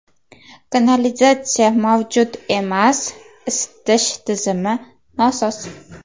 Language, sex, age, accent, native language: Uzbek, female, 19-29, Farg'ona, Uzbek